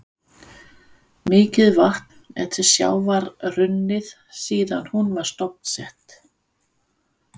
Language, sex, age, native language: Icelandic, female, 50-59, Danish